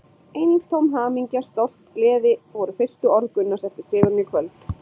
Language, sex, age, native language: Icelandic, female, 20-29, Icelandic